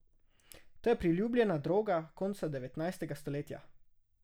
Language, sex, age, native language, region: Slovenian, male, 18-29, Slovenian, Drava region